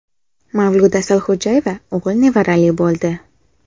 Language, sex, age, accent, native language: Uzbek, female, 18-24, Samarqand, Uzbek